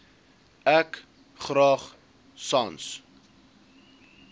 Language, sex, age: Afrikaans, male, 20